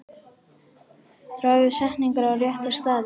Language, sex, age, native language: Icelandic, female, 11, Icelandic